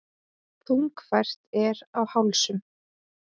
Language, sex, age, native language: Icelandic, female, 20-29, Icelandic